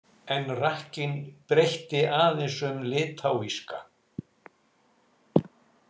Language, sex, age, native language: Icelandic, male, 60-69, Icelandic